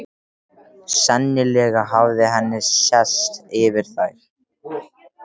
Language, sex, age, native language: Icelandic, male, 13, Icelandic